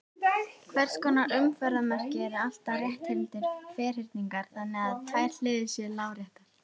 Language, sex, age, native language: Icelandic, female, 18-19, Icelandic